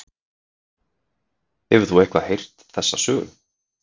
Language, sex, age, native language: Icelandic, male, 30-39, Icelandic